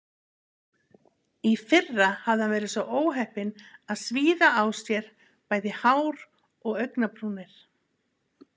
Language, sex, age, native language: Icelandic, female, 50-59, Icelandic